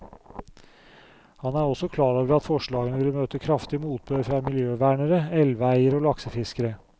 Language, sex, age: Norwegian, male, 44